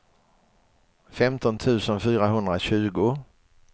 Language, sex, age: Swedish, male, 61